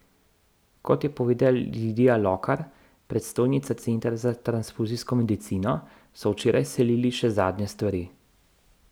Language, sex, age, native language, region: Slovenian, male, 30-49, Slovenian, Central Slovenia